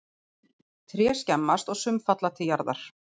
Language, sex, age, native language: Icelandic, female, 40-49, Icelandic